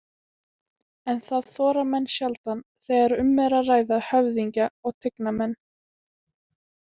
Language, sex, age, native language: Icelandic, female, 18-19, Icelandic